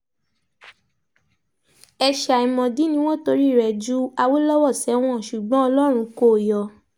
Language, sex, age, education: Yoruba, female, 15-29, tertiary